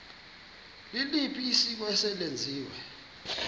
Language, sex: Xhosa, male